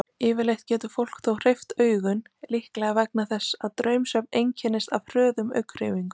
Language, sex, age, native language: Icelandic, female, 20-29, Icelandic